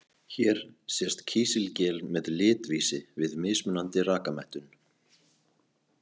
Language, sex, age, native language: Icelandic, male, 20-29, Icelandic